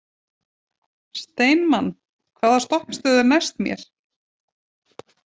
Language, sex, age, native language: Icelandic, female, 40-49, Icelandic